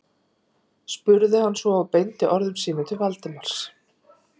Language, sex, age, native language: Icelandic, female, 40-49, Icelandic